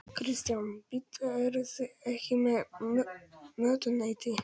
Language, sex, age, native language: Icelandic, male, 11, Polish